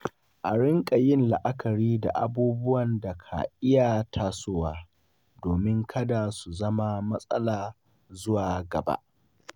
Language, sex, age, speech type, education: Hausa, male, 15-29, spontaneous, secondary